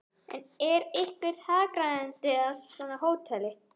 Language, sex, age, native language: Icelandic, female, 11, Icelandic